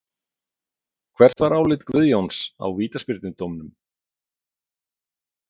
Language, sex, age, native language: Icelandic, male, 40-49, Icelandic